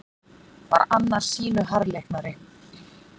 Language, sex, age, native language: Icelandic, female, 40-49, Icelandic